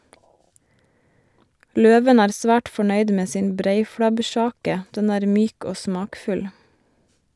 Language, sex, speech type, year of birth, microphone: Norwegian, female, read, 1987, Shure